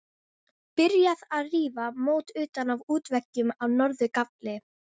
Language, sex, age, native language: Icelandic, female, 13, Icelandic